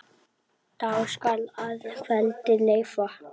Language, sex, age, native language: Icelandic, female, 8, Icelandic